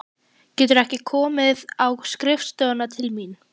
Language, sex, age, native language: Icelandic, female, 14, Icelandic